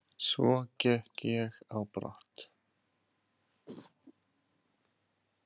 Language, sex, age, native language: Icelandic, male, 40-49, Icelandic